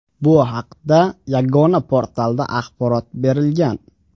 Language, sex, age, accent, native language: Uzbek, male, 18-24, Qashqadaryo, Uzbek